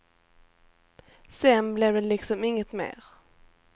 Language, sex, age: Swedish, female, 18